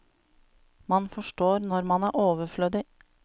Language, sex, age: Norwegian, female, 35